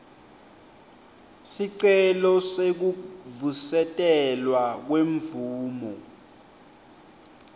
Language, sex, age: Swati, male, 20